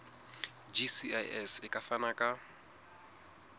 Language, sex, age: Southern Sotho, male, 20